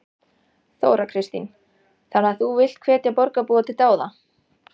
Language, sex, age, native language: Icelandic, female, 14, Icelandic